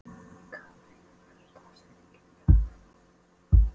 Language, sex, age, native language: Icelandic, female, 12, Polish